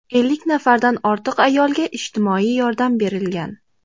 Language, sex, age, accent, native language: Uzbek, female, 18-24, Andijon, Uzbek